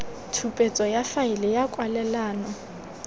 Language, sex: Tswana, female